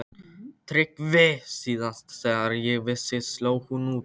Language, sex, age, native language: Icelandic, male, 13, Polish